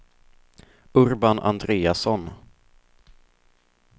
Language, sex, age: Swedish, male, 24